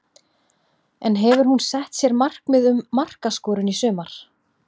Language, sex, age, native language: Icelandic, female, 30-39, Icelandic